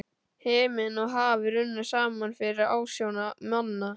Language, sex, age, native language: Icelandic, male, 12, Icelandic